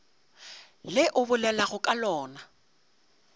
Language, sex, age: Northern Sotho, female, 35